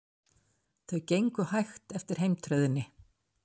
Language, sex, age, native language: Icelandic, female, 60-69, Icelandic